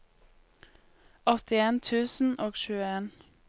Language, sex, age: Norwegian, female, 20